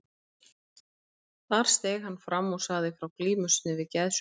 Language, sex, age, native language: Icelandic, female, 30-39, Icelandic